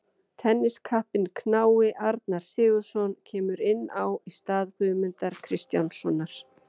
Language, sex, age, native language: Icelandic, female, 40-49, Icelandic